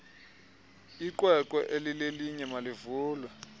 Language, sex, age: Xhosa, male, 24